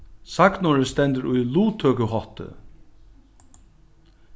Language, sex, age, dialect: Faroese, male, 61+, Norðuroyggjar